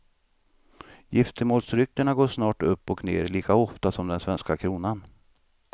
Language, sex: Swedish, male